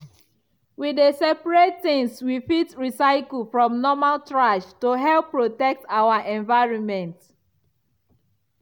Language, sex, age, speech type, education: Nigerian Pidgin, female, 15-29, spontaneous, tertiary